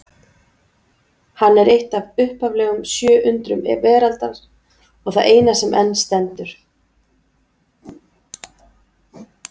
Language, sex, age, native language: Icelandic, female, 40-49, Icelandic